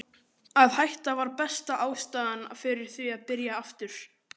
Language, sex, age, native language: Icelandic, male, 12, Icelandic